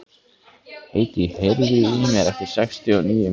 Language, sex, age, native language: Icelandic, male, 15, Icelandic